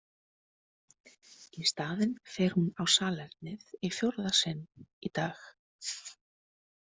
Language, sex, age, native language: Icelandic, female, 20-29, Icelandic